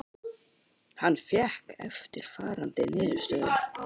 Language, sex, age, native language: Icelandic, male, 18-19, Icelandic